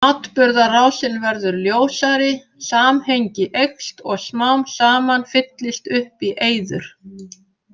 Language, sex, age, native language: Icelandic, female, 50-59, Icelandic